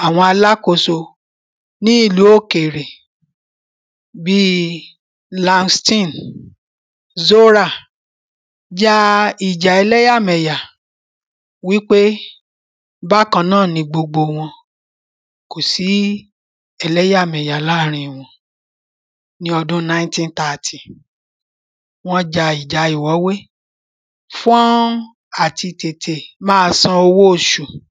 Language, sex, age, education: Yoruba, female, 46-60, primary